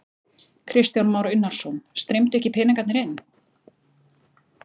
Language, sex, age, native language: Icelandic, female, 30-39, Icelandic